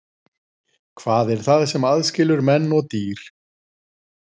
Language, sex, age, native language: Icelandic, male, 40-49, Icelandic